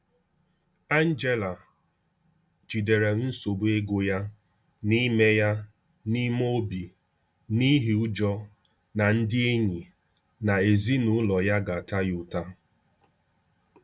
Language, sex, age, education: Igbo, male, 15-29, tertiary